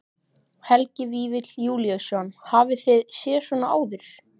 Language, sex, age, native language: Icelandic, male, 13, Icelandic